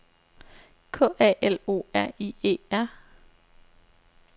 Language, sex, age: Danish, female, 26